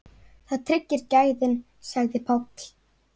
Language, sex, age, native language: Icelandic, female, 9, Icelandic